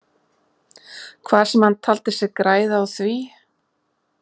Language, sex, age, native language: Icelandic, female, 40-49, Icelandic